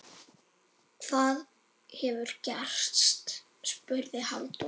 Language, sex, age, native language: Icelandic, male, 8, Icelandic